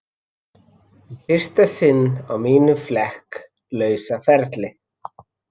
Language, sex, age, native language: Icelandic, male, 30-39, Icelandic